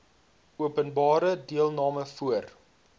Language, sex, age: Afrikaans, male, 22